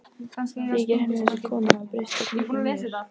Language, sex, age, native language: Icelandic, other, 14, Icelandic